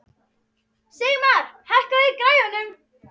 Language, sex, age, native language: Icelandic, female, 40-49, Icelandic